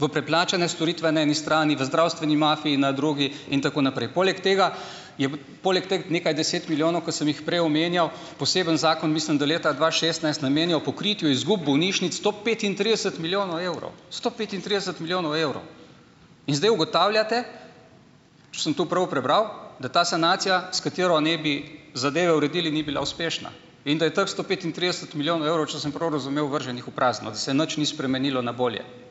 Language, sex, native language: Slovenian, male, Slovenian